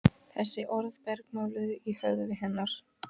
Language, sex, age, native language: Icelandic, female, 11, Icelandic